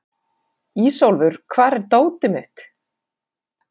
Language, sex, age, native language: Icelandic, female, 40-49, Finnish